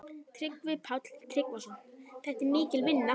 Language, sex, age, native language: Icelandic, female, 12, Icelandic